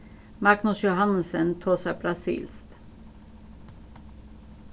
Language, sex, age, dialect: Faroese, female, 36-60, Suðurstreymoy